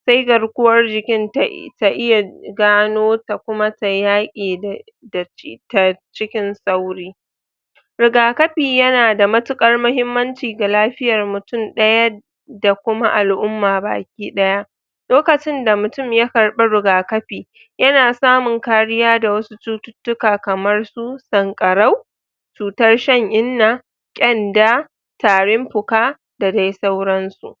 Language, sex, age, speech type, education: Hausa, female, 30-45, spontaneous, tertiary